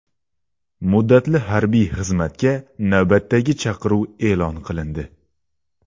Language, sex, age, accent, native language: Uzbek, male, 19-29, Xorazm, Uzbek